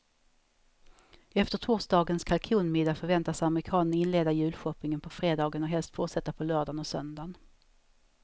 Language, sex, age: Swedish, female, 34